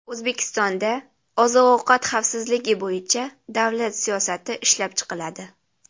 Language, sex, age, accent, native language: Uzbek, female, under 19, Jizzax, Uzbek